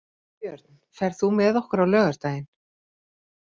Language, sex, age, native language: Icelandic, female, 50-59, Icelandic